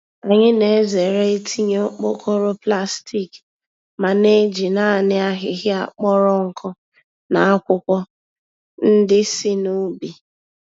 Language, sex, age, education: Igbo, female, 15-29, tertiary